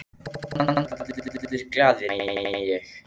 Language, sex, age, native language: Icelandic, male, 13, Icelandic